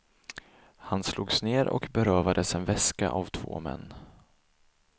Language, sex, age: Swedish, male, 24